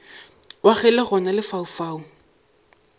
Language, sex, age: Northern Sotho, male, 22